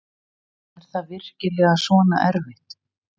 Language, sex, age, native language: Icelandic, female, 60-69, Icelandic